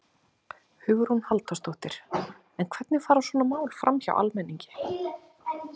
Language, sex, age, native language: Icelandic, female, 30-39, Icelandic